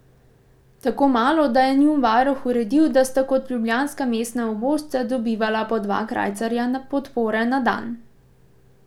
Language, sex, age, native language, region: Slovenian, female, 18-29, Slovenian, Pomurje region